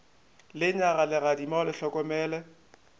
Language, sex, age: Northern Sotho, male, 25